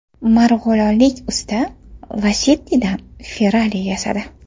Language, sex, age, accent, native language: Uzbek, female, 25-34, Toshkent shahri, Uzbek